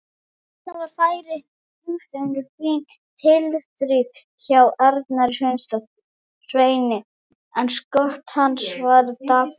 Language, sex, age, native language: Icelandic, female, 18-19, Icelandic